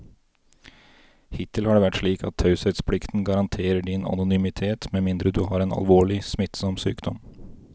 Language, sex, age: Norwegian, male, 29